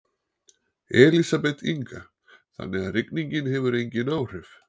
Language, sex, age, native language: Icelandic, male, 40-49, Icelandic